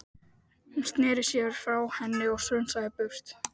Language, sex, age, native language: Icelandic, male, 12, Icelandic